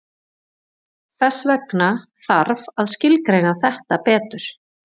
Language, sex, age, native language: Icelandic, female, 40-49, Icelandic